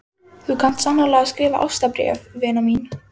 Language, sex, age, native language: Icelandic, female, 12, Icelandic